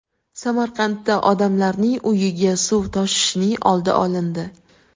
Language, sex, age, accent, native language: Uzbek, female, 18-24, Toshkent shahri, Uzbek